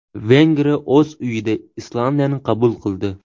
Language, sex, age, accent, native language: Uzbek, male, 18-24, Toshkent shahri, Uzbek